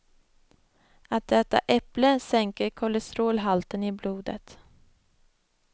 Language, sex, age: Swedish, female, 25